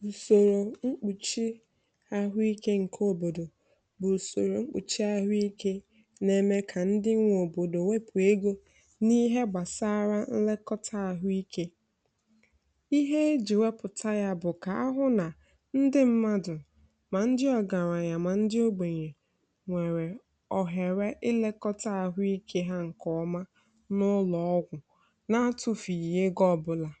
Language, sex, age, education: Igbo, female, 15-29, tertiary